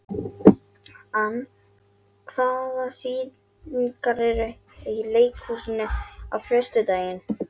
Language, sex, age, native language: Icelandic, female, 13, Icelandic